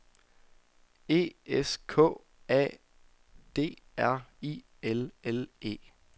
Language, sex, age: Danish, male, 24